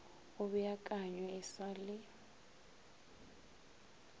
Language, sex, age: Northern Sotho, female, 22